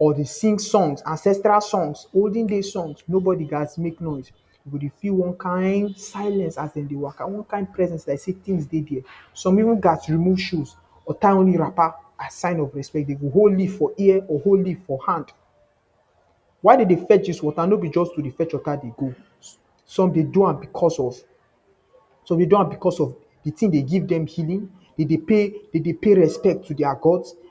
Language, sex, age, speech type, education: Nigerian Pidgin, male, 15-29, spontaneous, tertiary